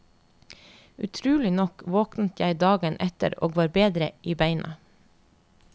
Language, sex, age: Norwegian, female, 30